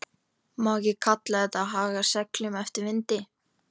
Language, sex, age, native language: Icelandic, female, 13, Icelandic